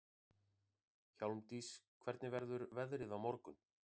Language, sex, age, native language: Icelandic, male, 40-49, Icelandic